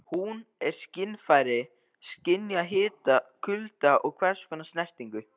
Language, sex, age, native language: Icelandic, male, 13, Icelandic